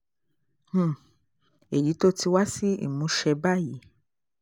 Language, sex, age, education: Yoruba, female, 30-45, tertiary